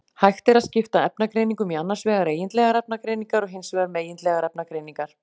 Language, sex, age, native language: Icelandic, female, 40-49, Icelandic